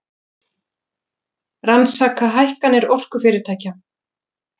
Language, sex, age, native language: Icelandic, female, 40-49, Icelandic